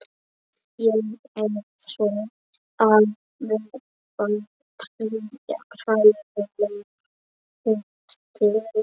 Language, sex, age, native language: Icelandic, male, 12, Icelandic